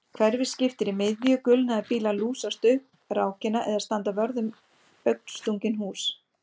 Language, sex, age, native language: Icelandic, female, 50-59, Icelandic